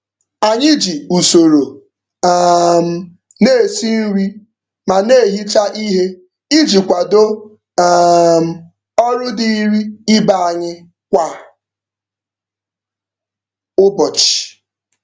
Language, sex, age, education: Igbo, male, 15-29, tertiary